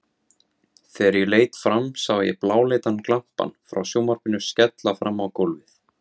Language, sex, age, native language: Icelandic, male, 17, Icelandic